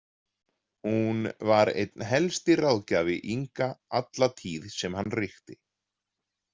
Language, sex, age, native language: Icelandic, male, 40-49, Icelandic